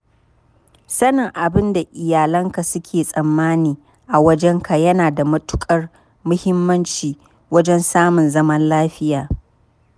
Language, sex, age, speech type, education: Hausa, female, 30-45, spontaneous, tertiary